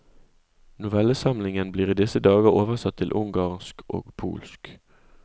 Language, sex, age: Norwegian, male, 20